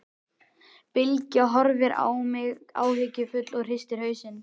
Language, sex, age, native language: Icelandic, male, 11, Icelandic